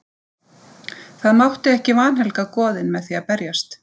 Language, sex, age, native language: Icelandic, female, 50-59, Icelandic